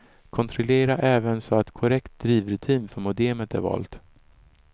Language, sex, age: Swedish, male, 34